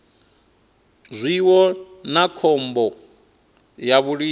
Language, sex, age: Venda, male, 23